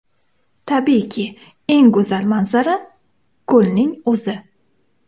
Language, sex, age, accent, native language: Uzbek, female, 18-24, Samarqand, Uzbek